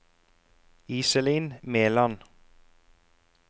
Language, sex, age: Norwegian, male, 34